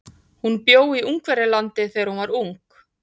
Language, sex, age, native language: Icelandic, female, 40-49, Icelandic